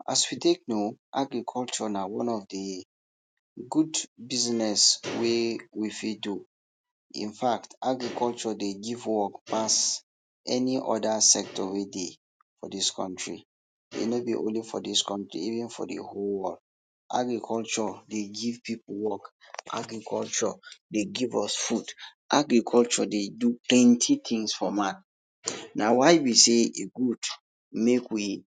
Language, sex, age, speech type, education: Nigerian Pidgin, male, 30-45, spontaneous, tertiary